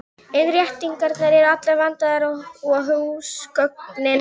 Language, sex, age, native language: Icelandic, female, 11, Icelandic